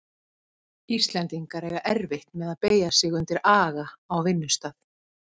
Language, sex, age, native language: Icelandic, female, 50-59, Icelandic